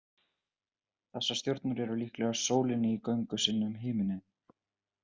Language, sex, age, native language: Icelandic, male, 20-29, Icelandic